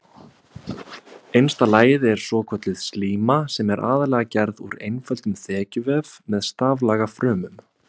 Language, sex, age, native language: Icelandic, male, 20-29, Icelandic